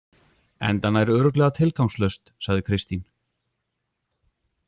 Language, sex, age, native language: Icelandic, male, 40-49, Icelandic